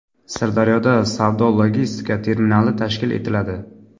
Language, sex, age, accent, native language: Uzbek, male, 25-34, Navoiy, Uzbek